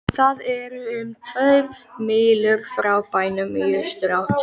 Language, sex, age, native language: Icelandic, female, 13, Icelandic